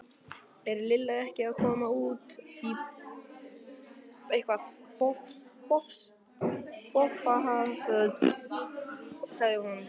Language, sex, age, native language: Icelandic, male, 12, Icelandic